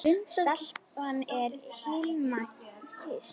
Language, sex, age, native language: Icelandic, female, 10, Icelandic